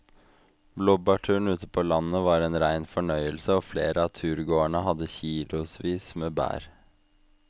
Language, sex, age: Norwegian, male, 25